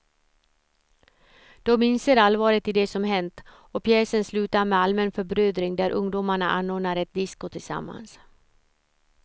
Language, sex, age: Swedish, female, 54